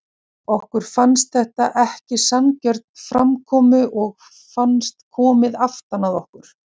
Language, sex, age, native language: Icelandic, female, 40-49, Icelandic